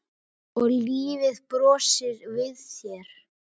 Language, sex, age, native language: Icelandic, male, 8, Icelandic